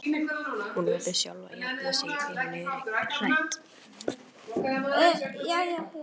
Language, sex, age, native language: Icelandic, male, 11, Icelandic